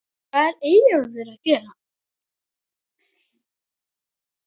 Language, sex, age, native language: Icelandic, female, 9, Icelandic